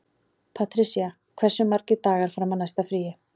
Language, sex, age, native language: Icelandic, female, 40-49, Icelandic